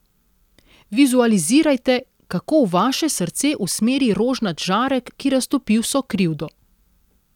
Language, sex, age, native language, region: Slovenian, female, 30-49, Slovenian, Central Slovenia